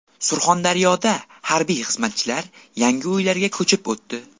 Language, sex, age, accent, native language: Uzbek, male, 18-24, Buxoro, Uzbek